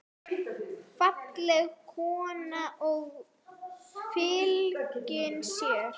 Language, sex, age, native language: Icelandic, female, 8, Icelandic